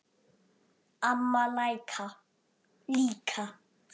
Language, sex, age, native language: Icelandic, male, 8, Icelandic